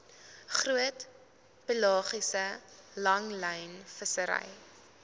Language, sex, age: Afrikaans, female, 20